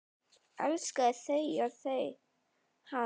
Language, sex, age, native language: Icelandic, female, 9, Icelandic